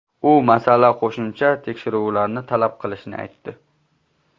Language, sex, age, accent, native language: Uzbek, male, 18-24, Qashqadaryo, Uzbek